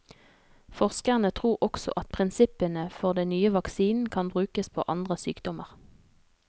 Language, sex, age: Norwegian, female, 32